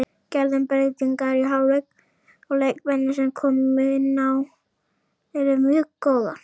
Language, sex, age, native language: Icelandic, female, 30-39, Icelandic